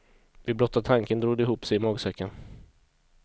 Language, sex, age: Swedish, male, 22